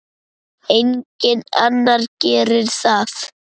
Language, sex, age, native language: Icelandic, male, 9, Icelandic